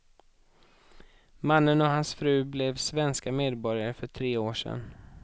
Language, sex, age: Swedish, male, 31